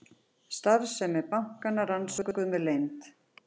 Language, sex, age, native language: Icelandic, female, 40-49, Icelandic